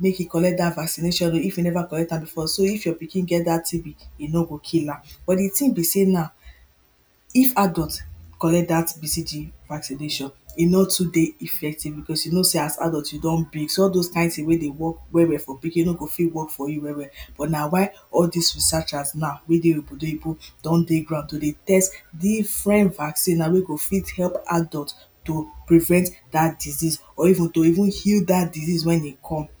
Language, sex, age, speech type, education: Nigerian Pidgin, female, 15-29, spontaneous, primary